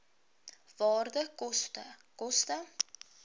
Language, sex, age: Afrikaans, female, 23